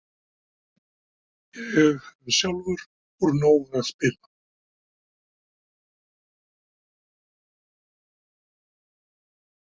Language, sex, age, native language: Icelandic, male, 60-69, Icelandic